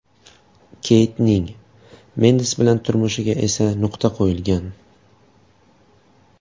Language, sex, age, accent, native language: Uzbek, male, 18-24, Toshkent shahri, Uzbek